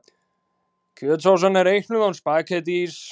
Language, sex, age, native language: Icelandic, male, 20-29, Icelandic